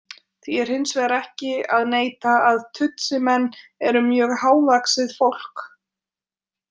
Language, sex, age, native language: Icelandic, female, 20-29, Icelandic